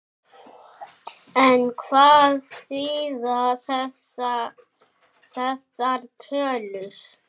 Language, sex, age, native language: Icelandic, male, 7, Icelandic